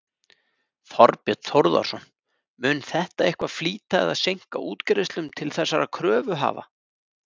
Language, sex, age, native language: Icelandic, male, 30-39, Icelandic